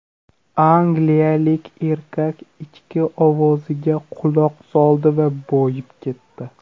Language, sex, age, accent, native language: Uzbek, male, under 19, Namangan, Uzbek